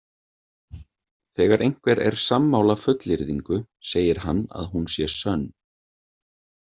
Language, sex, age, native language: Icelandic, male, 30-39, Icelandic